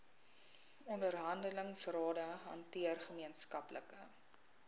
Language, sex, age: Afrikaans, female, 21